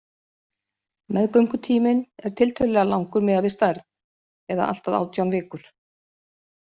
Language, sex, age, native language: Icelandic, female, 50-59, Icelandic